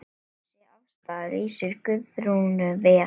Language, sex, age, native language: Icelandic, male, 7, Icelandic